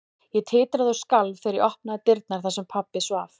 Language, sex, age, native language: Icelandic, female, 40-49, Icelandic